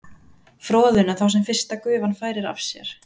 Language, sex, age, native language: Icelandic, female, 30-39, Icelandic